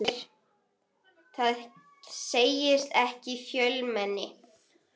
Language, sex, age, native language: Icelandic, female, 11, Icelandic